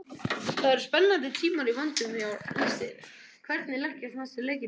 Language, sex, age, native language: Icelandic, other, 18-19, Icelandic